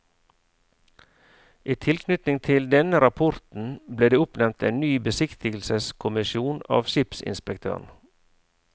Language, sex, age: Norwegian, male, 49